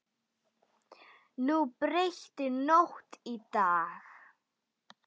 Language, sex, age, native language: Icelandic, female, 10, Icelandic